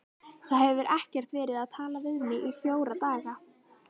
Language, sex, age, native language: Icelandic, female, 12, Icelandic